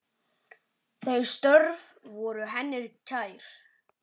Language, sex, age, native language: Icelandic, male, 9, Icelandic